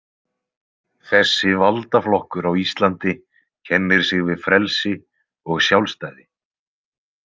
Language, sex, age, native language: Icelandic, male, 20-29, Icelandic